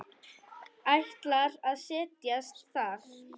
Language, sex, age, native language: Icelandic, female, 10, Icelandic